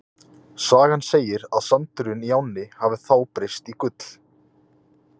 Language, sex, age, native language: Icelandic, male, 20-29, Icelandic